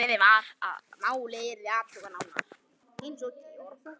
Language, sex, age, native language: Icelandic, male, 11, Icelandic